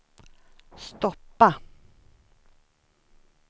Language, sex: Swedish, female